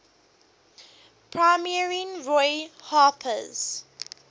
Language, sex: English, female